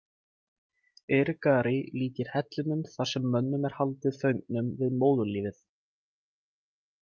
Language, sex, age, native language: Icelandic, male, 20-29, Icelandic